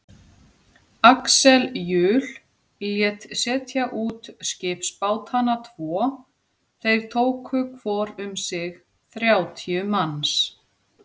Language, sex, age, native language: Icelandic, female, 40-49, Icelandic